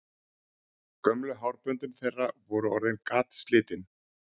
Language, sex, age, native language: Icelandic, male, 40-49, Icelandic